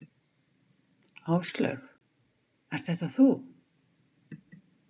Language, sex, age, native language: Icelandic, female, 50-59, Icelandic